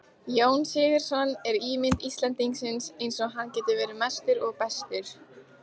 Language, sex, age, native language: Icelandic, female, 18-19, Icelandic